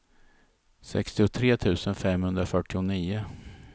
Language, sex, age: Swedish, male, 51